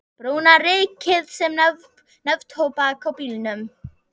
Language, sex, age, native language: Icelandic, female, 11, Icelandic